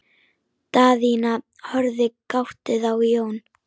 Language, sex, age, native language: Icelandic, female, 10, Icelandic